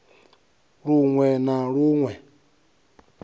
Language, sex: Venda, male